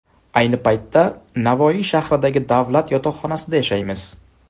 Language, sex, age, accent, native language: Uzbek, male, 25-34, Samarqand, Uzbek